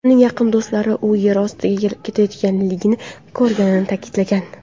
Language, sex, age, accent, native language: Uzbek, female, under 19, Qashqadaryo, Uzbek